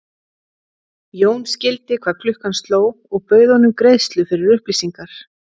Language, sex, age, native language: Icelandic, female, 40-49, Icelandic